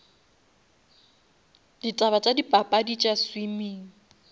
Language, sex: Northern Sotho, female